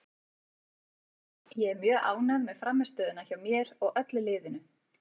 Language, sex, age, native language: Icelandic, female, 40-49, Icelandic